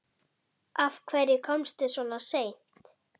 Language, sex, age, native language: Icelandic, female, 8, Icelandic